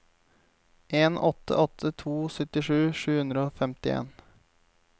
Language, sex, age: Norwegian, male, 28